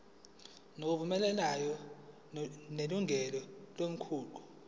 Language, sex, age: Zulu, male, 20